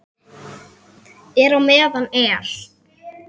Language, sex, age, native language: Icelandic, female, 8, Icelandic